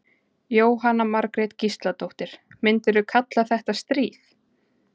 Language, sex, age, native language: Icelandic, female, 20-29, Icelandic